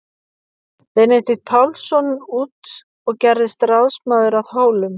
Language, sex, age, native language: Icelandic, female, 50-59, Icelandic